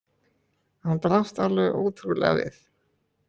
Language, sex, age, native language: Icelandic, male, 18-19, Icelandic